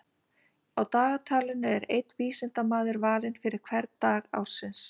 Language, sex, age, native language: Icelandic, female, 50-59, Icelandic